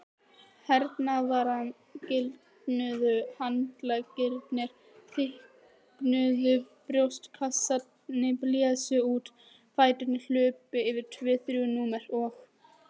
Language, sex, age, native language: Icelandic, female, 18-19, Icelandic